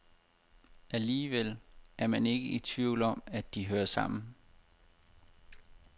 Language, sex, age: Danish, male, 30